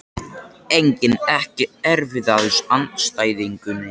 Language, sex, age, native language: Icelandic, male, 13, Icelandic